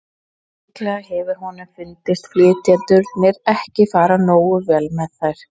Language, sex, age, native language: Icelandic, female, 20-29, Icelandic